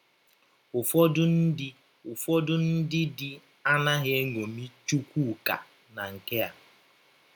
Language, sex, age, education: Igbo, male, 30-45, tertiary